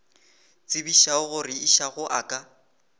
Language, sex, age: Northern Sotho, male, 18